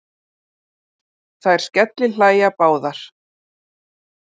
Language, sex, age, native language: Icelandic, female, 40-49, Icelandic